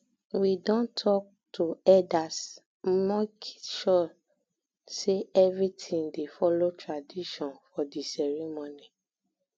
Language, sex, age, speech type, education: Nigerian Pidgin, female, 15-29, spontaneous, tertiary